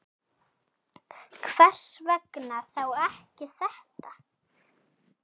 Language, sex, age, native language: Icelandic, female, 7, Icelandic